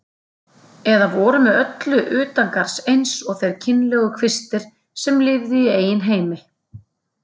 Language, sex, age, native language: Icelandic, female, 30-39, Icelandic